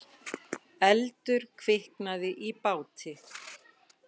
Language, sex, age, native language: Icelandic, female, 50-59, Icelandic